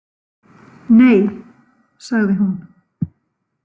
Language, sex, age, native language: Icelandic, female, 50-59, Icelandic